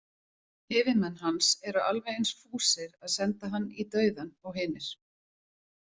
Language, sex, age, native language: Icelandic, female, 40-49, Icelandic